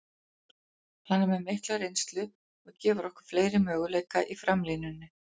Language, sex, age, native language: Icelandic, female, 40-49, Icelandic